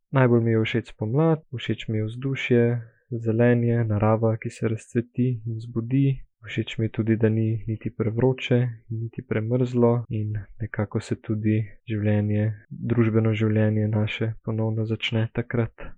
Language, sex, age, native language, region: Slovenian, male, 18-29, Slovenian, Gorica region